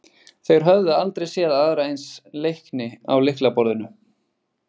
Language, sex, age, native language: Icelandic, male, 20-29, Icelandic